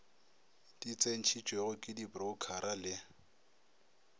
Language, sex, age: Northern Sotho, male, 24